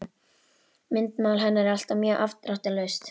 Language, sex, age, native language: Icelandic, female, 12, Icelandic